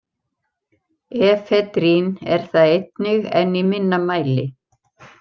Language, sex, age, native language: Icelandic, female, 70-79, Icelandic